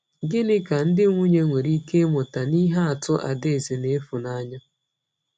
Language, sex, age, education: Igbo, female, 30-45, tertiary